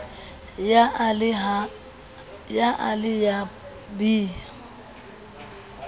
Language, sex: Southern Sotho, female